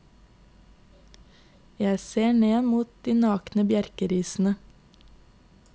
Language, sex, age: Norwegian, female, 22